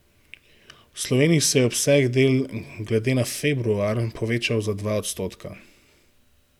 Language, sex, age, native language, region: Slovenian, male, 18-29, Slovenian, Gorenjska region